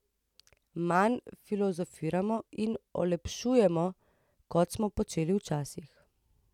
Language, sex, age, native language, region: Slovenian, female, 30-49, Slovenian, Central Slovenia